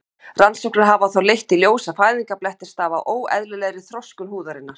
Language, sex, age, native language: Icelandic, female, 50-59, Icelandic